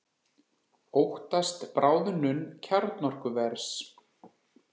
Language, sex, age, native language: Icelandic, male, 40-49, Icelandic